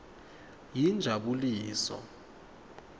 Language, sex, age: Swati, male, 19